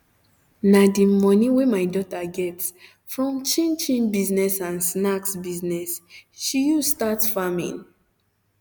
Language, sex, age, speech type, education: Nigerian Pidgin, female, 15-29, spontaneous, tertiary